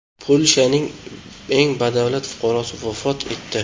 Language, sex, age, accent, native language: Uzbek, male, 25-34, Toshkent shahri, Uzbek